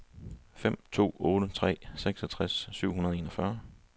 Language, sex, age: Danish, male, 23